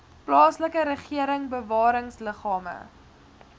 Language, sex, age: Afrikaans, female, 19